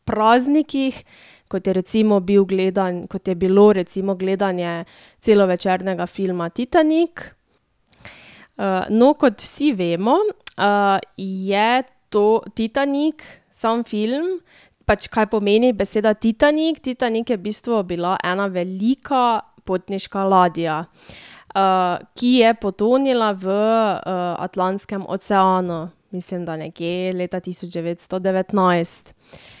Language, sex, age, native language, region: Slovenian, female, 18-29, Slovenian, Drava region